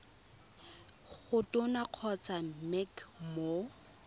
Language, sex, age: Tswana, female, 22